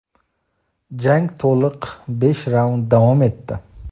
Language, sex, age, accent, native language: Uzbek, male, 19-29, Toshkent shahri, Uzbek